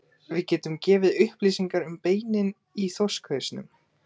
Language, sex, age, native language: Icelandic, male, 18-19, Icelandic